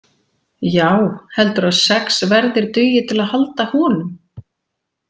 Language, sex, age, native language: Icelandic, female, 40-49, Icelandic